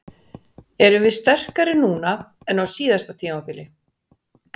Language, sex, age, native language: Icelandic, female, 60-69, Icelandic